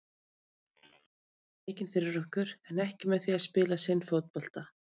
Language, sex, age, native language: Icelandic, female, 30-39, Icelandic